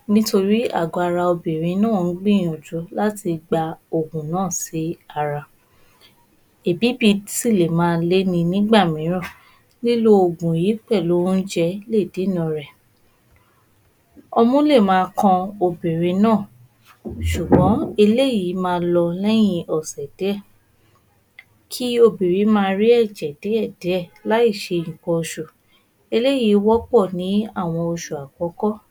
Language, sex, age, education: Yoruba, female, 15-29, tertiary